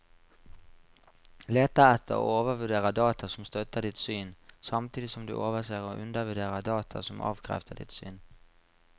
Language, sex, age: Norwegian, male, 35